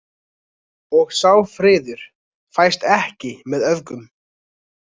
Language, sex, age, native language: Icelandic, male, 20-29, Icelandic